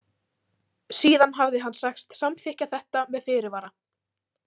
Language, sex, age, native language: Icelandic, female, 18-19, Icelandic